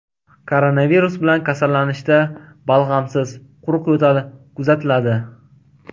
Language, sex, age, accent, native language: Uzbek, male, 18-24, Toshkent viloyati, Uzbek